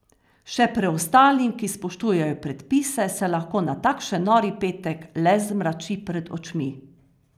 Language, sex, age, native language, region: Slovenian, female, 50-59, Slovenian, Carinthia region